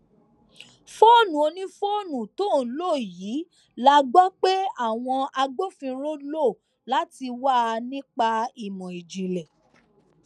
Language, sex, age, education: Yoruba, female, 15-29, tertiary